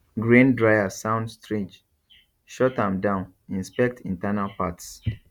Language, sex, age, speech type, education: Nigerian Pidgin, male, 15-29, spontaneous, tertiary